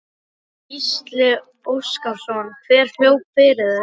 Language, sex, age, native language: Icelandic, male, 12, Icelandic